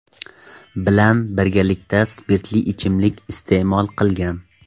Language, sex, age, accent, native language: Uzbek, male, 18-24, Toshkent viloyati, Tajik